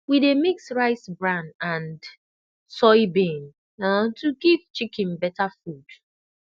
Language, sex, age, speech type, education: Nigerian Pidgin, female, 30-45, spontaneous, tertiary